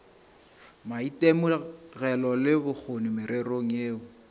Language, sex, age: Northern Sotho, female, 26